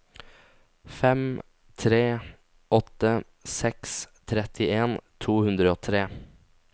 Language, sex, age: Norwegian, male, 19